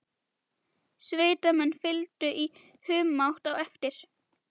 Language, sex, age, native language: Icelandic, female, 12, Icelandic